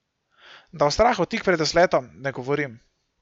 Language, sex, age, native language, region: Slovenian, male, 18-29, Slovenian, Gorenjska region